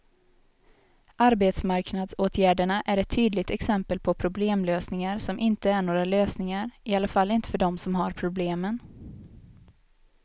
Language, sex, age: Swedish, female, 22